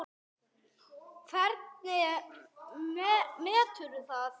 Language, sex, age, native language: Icelandic, female, 6, Icelandic